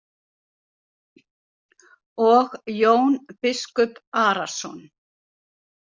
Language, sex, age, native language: Icelandic, female, 60-69, Icelandic